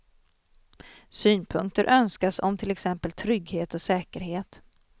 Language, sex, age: Swedish, female, 40